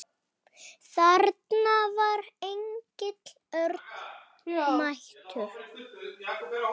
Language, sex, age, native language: Icelandic, female, 5, Icelandic